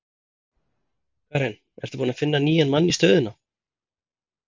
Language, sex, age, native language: Icelandic, male, 30-39, Icelandic